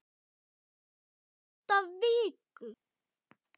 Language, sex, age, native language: Icelandic, male, 10, Icelandic